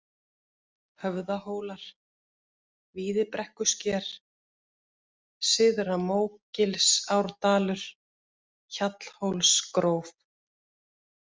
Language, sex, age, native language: Icelandic, female, 50-59, Icelandic